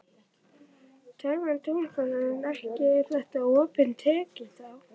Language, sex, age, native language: Icelandic, male, 11, Icelandic